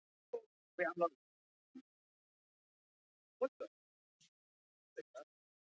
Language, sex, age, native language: Icelandic, male, 20-29, English